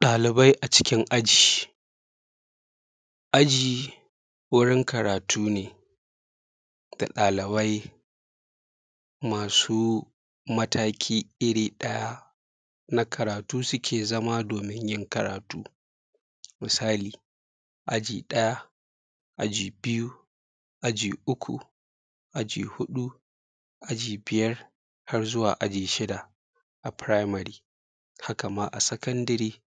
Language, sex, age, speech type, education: Hausa, male, 30-45, spontaneous, secondary